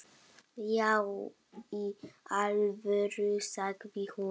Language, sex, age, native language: Icelandic, female, 7, Icelandic